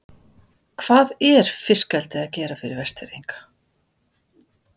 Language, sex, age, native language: Icelandic, female, 50-59, Icelandic